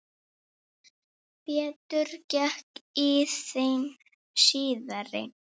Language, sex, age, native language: Icelandic, female, 7, Icelandic